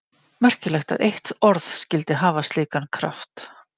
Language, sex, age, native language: Icelandic, female, 50-59, Icelandic